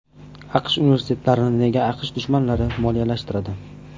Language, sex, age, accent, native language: Uzbek, male, 18-24, Farg'ona, Uzbek